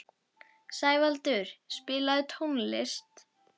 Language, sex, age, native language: Icelandic, female, 12, Icelandic